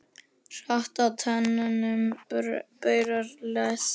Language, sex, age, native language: Icelandic, male, 9, Icelandic